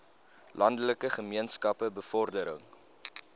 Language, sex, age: Afrikaans, male, 20